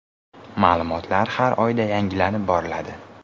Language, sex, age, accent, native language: Uzbek, male, 18-24, Samarqand, Uzbek